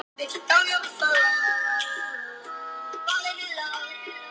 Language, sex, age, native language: Icelandic, other, 18-19, Icelandic